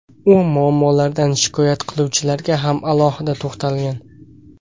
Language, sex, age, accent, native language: Uzbek, male, 18-24, Samarqand, Uzbek